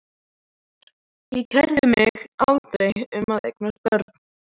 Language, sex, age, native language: Icelandic, male, 14, Icelandic